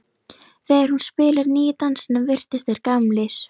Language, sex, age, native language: Icelandic, female, 11, Icelandic